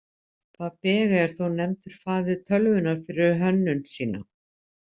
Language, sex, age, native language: Icelandic, female, 50-59, Icelandic